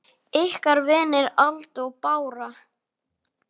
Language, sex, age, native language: Icelandic, male, 9, Icelandic